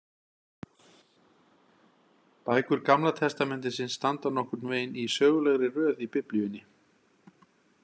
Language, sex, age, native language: Icelandic, male, 40-49, Icelandic